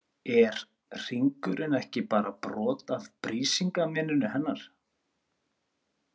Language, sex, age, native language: Icelandic, male, 30-39, Icelandic